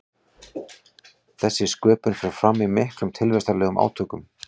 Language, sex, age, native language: Icelandic, male, 40-49, Icelandic